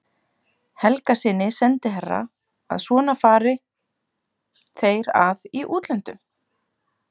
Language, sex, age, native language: Icelandic, female, 30-39, Icelandic